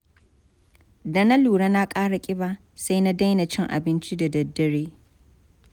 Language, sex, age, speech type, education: Hausa, female, 30-45, spontaneous, tertiary